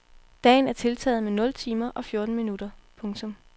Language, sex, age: Danish, female, 18